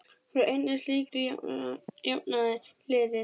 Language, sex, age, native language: Icelandic, female, 8, Icelandic